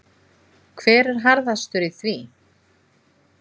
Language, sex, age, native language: Icelandic, female, 20-29, Icelandic